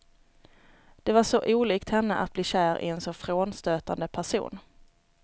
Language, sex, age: Swedish, female, 29